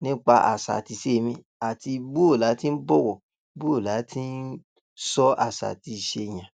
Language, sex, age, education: Yoruba, male, 46-60, tertiary